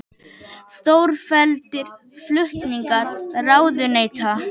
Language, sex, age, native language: Icelandic, male, 18-19, Icelandic